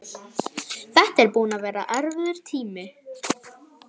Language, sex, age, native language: Icelandic, male, 12, Icelandic